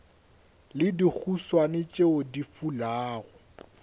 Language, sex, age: Northern Sotho, male, 21